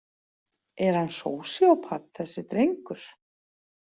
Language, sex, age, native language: Icelandic, female, 40-49, Icelandic